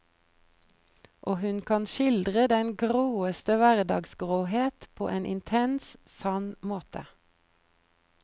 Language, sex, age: Norwegian, female, 43